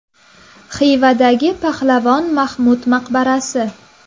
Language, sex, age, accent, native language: Uzbek, female, 19-29, Navoiy, Uzbek